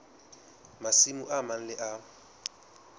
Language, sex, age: Southern Sotho, male, 20